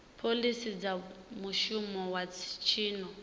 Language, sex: Venda, female